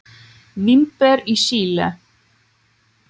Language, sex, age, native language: Icelandic, female, 30-39, Icelandic